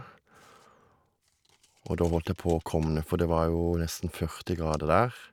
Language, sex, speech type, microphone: Norwegian, male, spontaneous, Shure